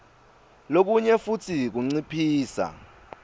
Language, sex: Swati, male